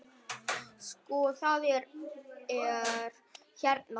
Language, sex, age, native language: Icelandic, male, 10, Vietnamese